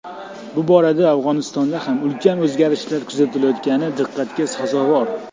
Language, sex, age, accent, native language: Uzbek, male, 35+, Toshkent viloyati, Uzbek